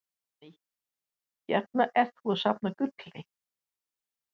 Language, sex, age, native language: Icelandic, female, 60-69, Danish